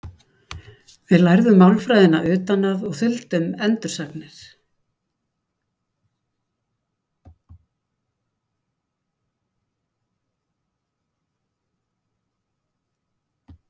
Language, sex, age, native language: Icelandic, female, 60-69, Icelandic